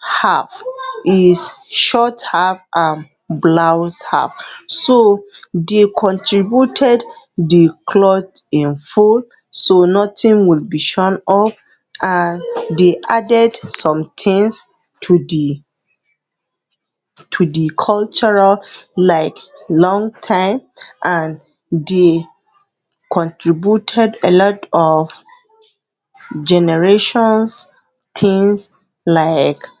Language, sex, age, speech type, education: Hausa, female, 30-45, spontaneous, tertiary